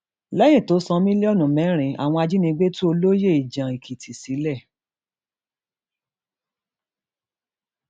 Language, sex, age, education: Yoruba, female, 46-60, tertiary